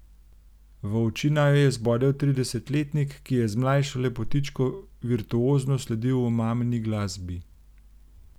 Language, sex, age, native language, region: Slovenian, male, 30-49, Slovenian, Gorenjska region